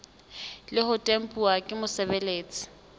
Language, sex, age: Southern Sotho, female, 20